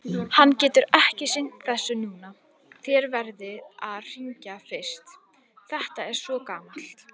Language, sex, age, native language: Icelandic, female, 18-19, Icelandic